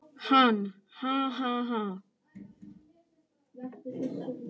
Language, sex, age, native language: Icelandic, male, 10, Icelandic